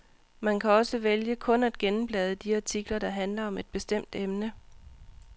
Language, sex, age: Danish, female, 39